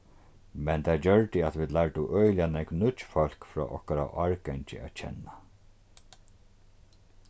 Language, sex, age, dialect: Faroese, male, 36-60, Norðurstreymoy/Eysturoy